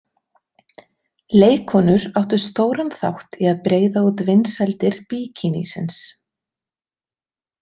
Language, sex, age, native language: Icelandic, female, 30-39, Icelandic